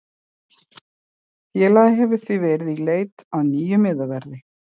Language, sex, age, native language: Icelandic, female, 40-49, Icelandic